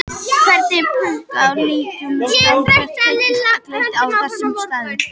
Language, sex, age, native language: Icelandic, female, 18-19, Icelandic